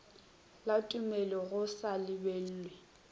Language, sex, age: Northern Sotho, female, 21